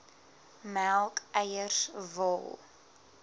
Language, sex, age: Afrikaans, female, 20